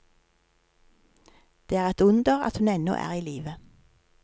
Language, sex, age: Norwegian, female, 53